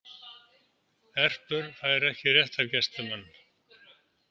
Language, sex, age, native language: Icelandic, male, 70-79, Icelandic